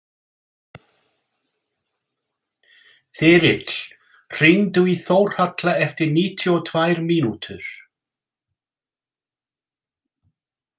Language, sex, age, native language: Icelandic, male, 60-69, English